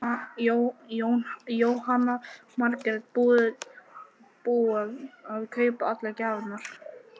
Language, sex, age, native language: Icelandic, male, 11, Icelandic